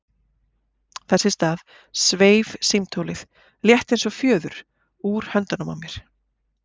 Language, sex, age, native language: Icelandic, female, 40-49, Icelandic